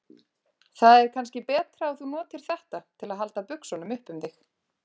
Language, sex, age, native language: Icelandic, female, 30-39, Icelandic